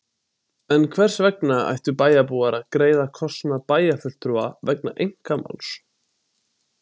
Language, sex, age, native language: Icelandic, male, 20-29, Icelandic